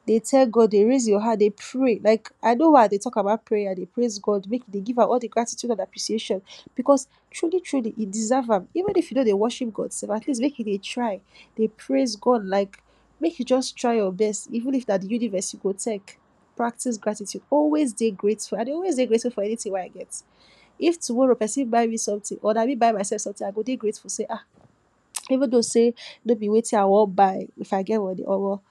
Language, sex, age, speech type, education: Nigerian Pidgin, female, 46-60, spontaneous, tertiary